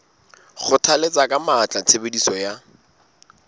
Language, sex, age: Southern Sotho, male, 22